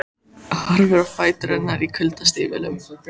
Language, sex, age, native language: Icelandic, female, 14, Icelandic